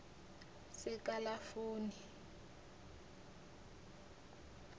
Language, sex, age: South Ndebele, female, 21